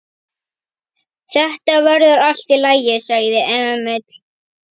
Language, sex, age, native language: Icelandic, female, 11, Icelandic